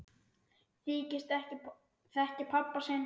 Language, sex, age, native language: Icelandic, male, 9, Icelandic